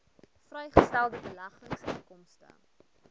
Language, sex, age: Afrikaans, female, 20